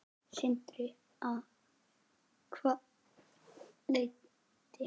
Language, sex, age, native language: Icelandic, male, 9, Icelandic